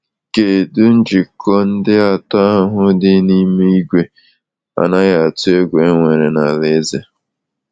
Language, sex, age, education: Igbo, male, 30-45, tertiary